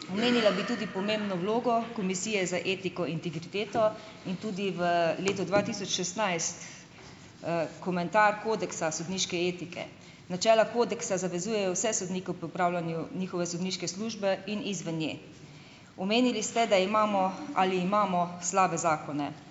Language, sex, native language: Slovenian, female, Slovenian